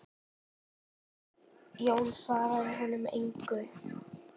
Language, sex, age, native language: Icelandic, female, 10, Icelandic